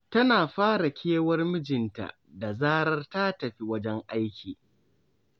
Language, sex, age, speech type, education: Hausa, male, 15-29, spontaneous, tertiary